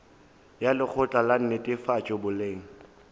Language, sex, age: Northern Sotho, male, 18